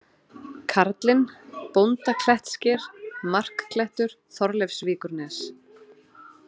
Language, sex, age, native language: Icelandic, female, 30-39, Icelandic